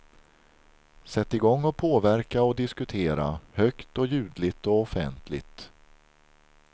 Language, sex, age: Swedish, male, 43